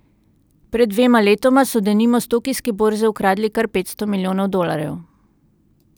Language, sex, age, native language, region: Slovenian, female, 30-49, Slovenian, Central Slovenia